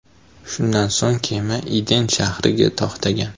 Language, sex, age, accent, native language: Uzbek, male, 18-24, Toshkent shahri, Uzbek